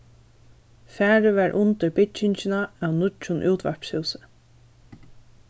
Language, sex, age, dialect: Faroese, female, 15-35, Norðurstreymoy/Eysturoy